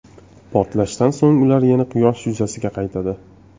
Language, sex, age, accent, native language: Uzbek, male, 25-34, Toshkent shahri, Uzbek